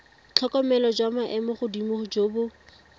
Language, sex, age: Tswana, female, 18